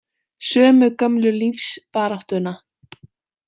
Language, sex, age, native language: Icelandic, female, 18-19, Icelandic